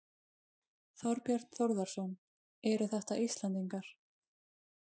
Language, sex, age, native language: Icelandic, female, 20-29, Icelandic